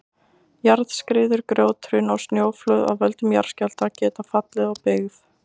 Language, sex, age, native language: Icelandic, female, 20-29, Icelandic